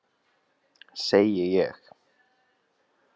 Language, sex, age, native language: Icelandic, male, 20-29, Icelandic